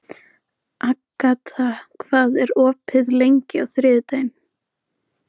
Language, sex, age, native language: Icelandic, male, 14, Icelandic